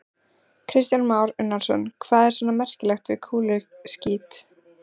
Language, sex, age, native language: Icelandic, female, 14, Icelandic